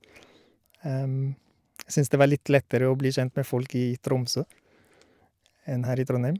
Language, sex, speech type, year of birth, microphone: Norwegian, male, spontaneous, 1972, Shure